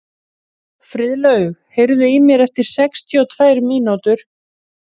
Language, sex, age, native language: Icelandic, female, 40-49, Icelandic